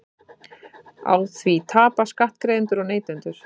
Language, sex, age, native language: Icelandic, female, 30-39, Icelandic